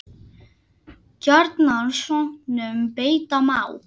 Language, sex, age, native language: Icelandic, male, 10, Icelandic